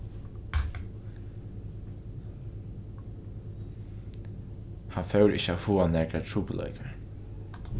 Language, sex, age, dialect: Faroese, male, 15-35, Norðuroyggjar